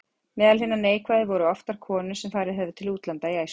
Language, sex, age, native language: Icelandic, female, 40-49, Icelandic